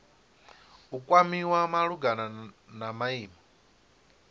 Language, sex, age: Venda, male, 25